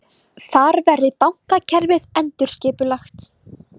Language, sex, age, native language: Icelandic, female, 20-29, Icelandic